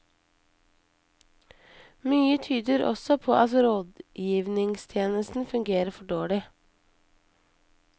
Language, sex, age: Norwegian, female, 23